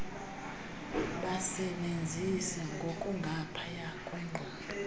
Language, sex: Xhosa, female